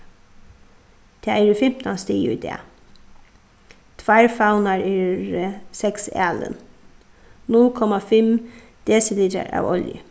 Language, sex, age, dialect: Faroese, female, 36-60, Suðuroy